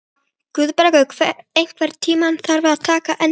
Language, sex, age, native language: Icelandic, male, 12, Icelandic